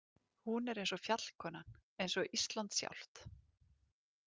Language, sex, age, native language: Icelandic, female, 30-39, Icelandic